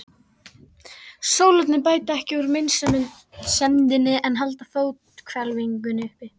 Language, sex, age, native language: Icelandic, female, 13, Icelandic